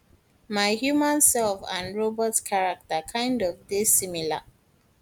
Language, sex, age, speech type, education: Nigerian Pidgin, female, 15-29, spontaneous, tertiary